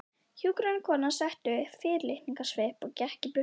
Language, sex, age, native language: Icelandic, female, 11, Icelandic